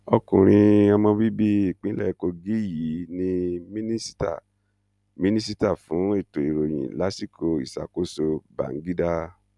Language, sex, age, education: Yoruba, male, 46-60, tertiary